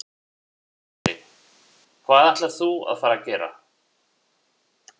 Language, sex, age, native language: Icelandic, male, 40-49, Icelandic